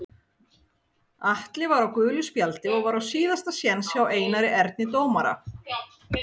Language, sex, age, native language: Icelandic, female, 40-49, Icelandic